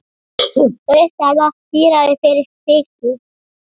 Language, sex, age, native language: Icelandic, male, 8, Icelandic